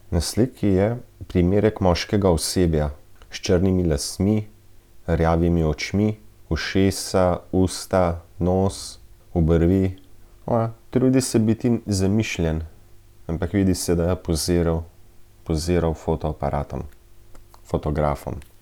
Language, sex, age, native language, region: Slovenian, male, 30-49, Slovenian, Central Slovenia